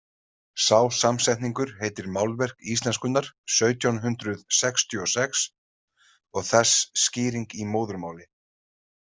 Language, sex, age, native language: Icelandic, male, 30-39, Icelandic